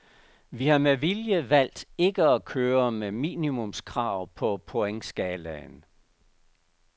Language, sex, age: Danish, male, 69